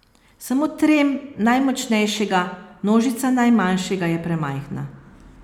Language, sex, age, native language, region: Slovenian, female, 50-59, Slovenian, Posavska region